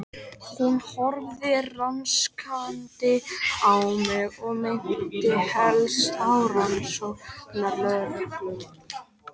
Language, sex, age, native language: Icelandic, male, 13, Icelandic